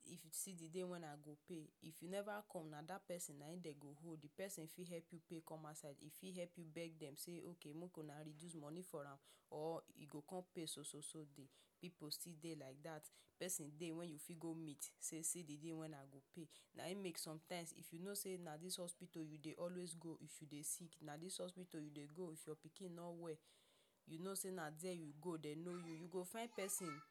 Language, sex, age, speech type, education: Nigerian Pidgin, female, 46-60, spontaneous, tertiary